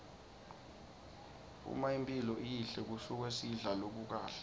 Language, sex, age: Swati, male, 20